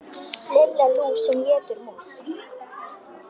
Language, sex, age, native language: Icelandic, female, 10, Icelandic